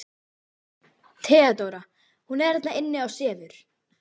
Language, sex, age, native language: Icelandic, female, 12, Icelandic